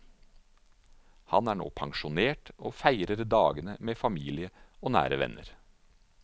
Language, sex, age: Norwegian, male, 49